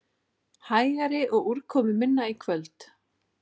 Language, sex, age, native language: Icelandic, female, 40-49, Icelandic